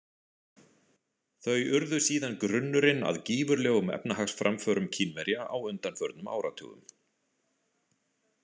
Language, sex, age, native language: Icelandic, male, 40-49, Icelandic